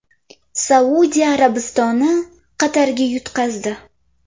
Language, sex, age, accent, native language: Uzbek, female, 18-24, Samarqand, Uzbek